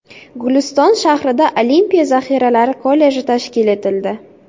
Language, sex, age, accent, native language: Uzbek, female, 18-24, Jizzax, Uzbek